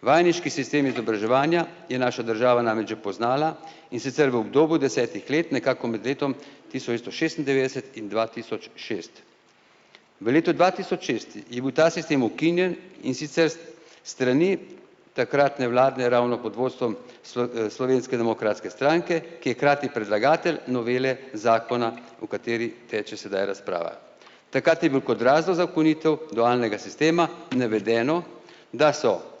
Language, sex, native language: Slovenian, male, Slovenian